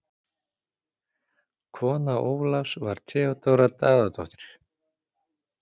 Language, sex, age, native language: Icelandic, male, 40-49, Icelandic